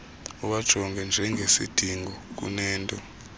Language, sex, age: Xhosa, male, 33